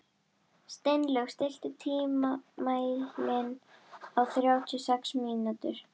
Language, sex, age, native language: Icelandic, female, 12, Icelandic